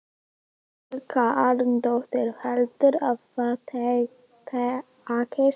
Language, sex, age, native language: Icelandic, male, 11, Icelandic